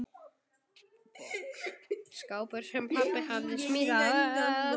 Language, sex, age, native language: Icelandic, male, 9, Icelandic